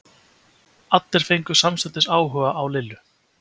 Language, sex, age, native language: Icelandic, male, 20-29, Icelandic